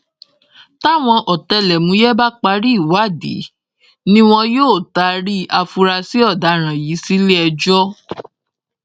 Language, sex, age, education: Yoruba, female, 15-29, tertiary